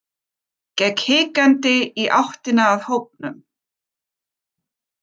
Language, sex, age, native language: Icelandic, female, 50-59, German